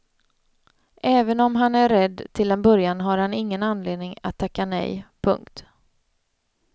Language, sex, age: Swedish, female, 31